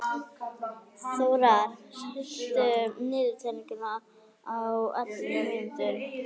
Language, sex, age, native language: Icelandic, female, 11, Icelandic